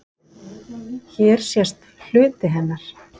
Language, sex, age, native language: Icelandic, female, 50-59, Icelandic